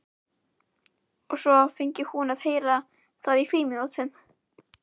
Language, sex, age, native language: Icelandic, female, 11, Icelandic